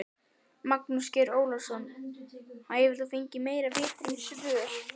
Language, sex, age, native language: Icelandic, male, 12, Icelandic